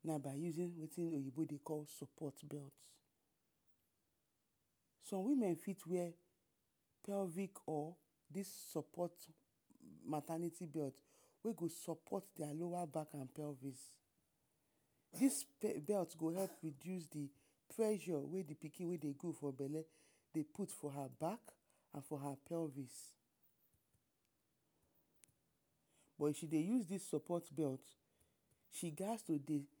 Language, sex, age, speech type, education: Nigerian Pidgin, female, 30-45, spontaneous, tertiary